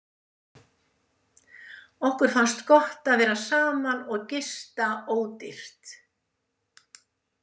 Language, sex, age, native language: Icelandic, female, 70-79, Icelandic